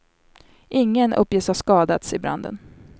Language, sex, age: Swedish, female, 27